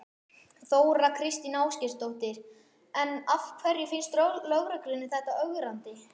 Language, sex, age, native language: Icelandic, male, 12, Icelandic